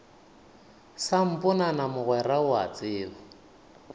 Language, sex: Northern Sotho, male